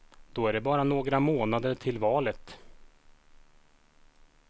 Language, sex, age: Swedish, male, 36